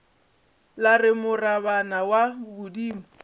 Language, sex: Northern Sotho, female